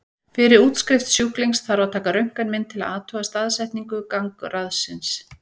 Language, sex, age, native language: Icelandic, female, 40-49, Icelandic